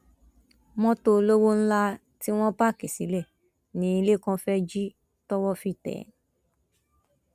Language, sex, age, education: Yoruba, female, 15-29, tertiary